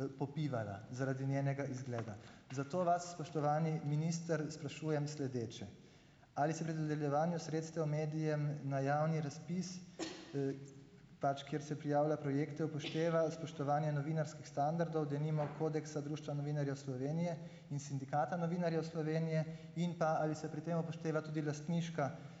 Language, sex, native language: Slovenian, male, Slovenian